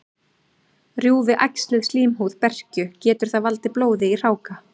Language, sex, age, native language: Icelandic, female, 30-39, Icelandic